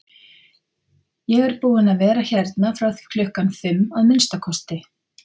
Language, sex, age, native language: Icelandic, female, 50-59, Icelandic